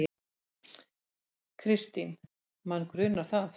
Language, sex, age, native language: Icelandic, female, 50-59, Icelandic